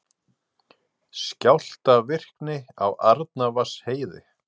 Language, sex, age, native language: Icelandic, male, 40-49, Icelandic